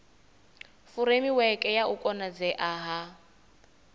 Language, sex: Venda, female